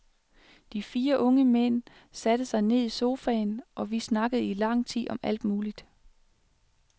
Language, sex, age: Danish, female, 36